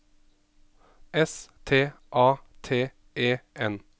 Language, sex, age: Norwegian, male, 27